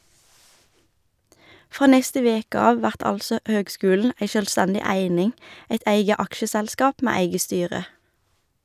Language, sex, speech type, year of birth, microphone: Norwegian, female, read, 1991, Shure